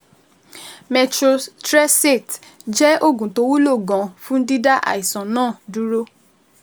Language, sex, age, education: Yoruba, female, 15-29, tertiary